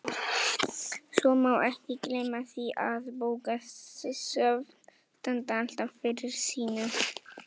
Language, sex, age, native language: Icelandic, male, 18-19, Icelandic